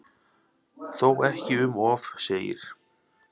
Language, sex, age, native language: Icelandic, male, 30-39, Icelandic